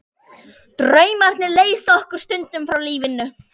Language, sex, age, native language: Icelandic, female, 11, Icelandic